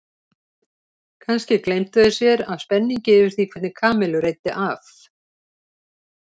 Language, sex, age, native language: Icelandic, female, 70-79, Icelandic